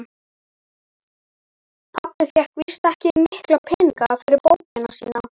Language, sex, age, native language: Icelandic, male, 11, Icelandic